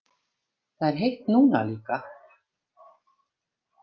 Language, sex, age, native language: Icelandic, female, 50-59, Icelandic